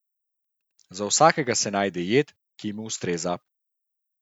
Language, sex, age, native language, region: Slovenian, male, 30-49, Slovenian, Central Slovenia